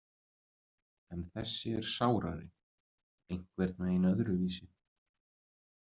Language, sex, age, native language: Icelandic, male, 30-39, Icelandic